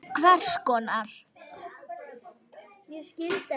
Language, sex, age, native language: Icelandic, female, 9, Icelandic